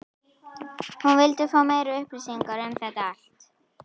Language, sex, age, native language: Icelandic, female, 11, Icelandic